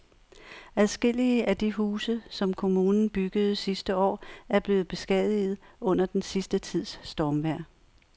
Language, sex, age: Danish, female, 64